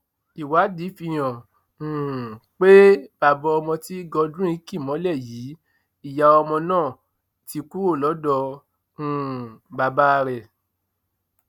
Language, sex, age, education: Yoruba, female, 15-29, tertiary